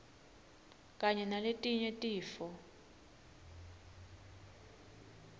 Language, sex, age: Swati, female, 21